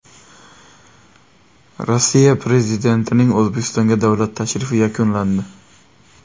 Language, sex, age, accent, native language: Uzbek, male, 25-34, Xorazm, Uzbek